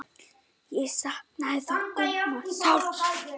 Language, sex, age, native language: Icelandic, male, 9, Icelandic